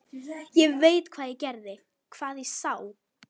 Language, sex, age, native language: Icelandic, female, 11, Icelandic